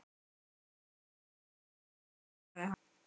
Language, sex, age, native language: Icelandic, female, 11, Icelandic